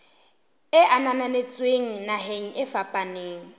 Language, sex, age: Southern Sotho, female, 23